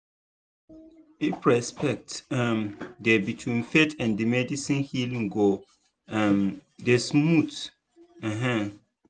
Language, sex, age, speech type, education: Nigerian Pidgin, male, 15-29, spontaneous, tertiary